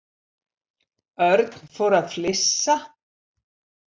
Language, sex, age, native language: Icelandic, female, 70-79, Icelandic